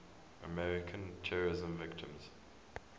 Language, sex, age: English, male, 23